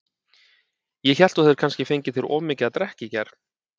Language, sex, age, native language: Icelandic, male, 30-39, Icelandic